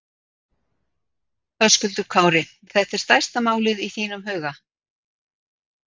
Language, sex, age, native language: Icelandic, female, 60-69, Icelandic